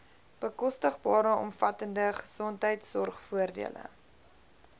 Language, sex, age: Afrikaans, female, 20